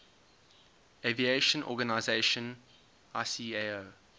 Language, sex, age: English, male, 21